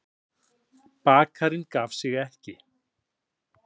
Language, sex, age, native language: Icelandic, male, 40-49, Icelandic